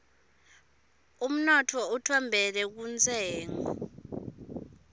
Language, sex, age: Swati, female, 21